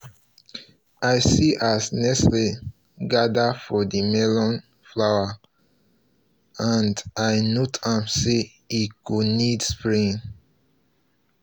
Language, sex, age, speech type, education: Nigerian Pidgin, male, 30-45, spontaneous, tertiary